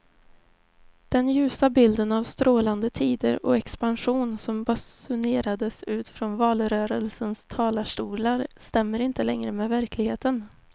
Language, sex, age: Swedish, female, 20